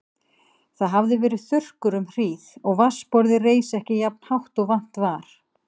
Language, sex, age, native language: Icelandic, female, 50-59, Icelandic